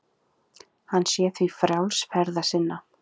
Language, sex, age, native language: Icelandic, female, 30-39, Icelandic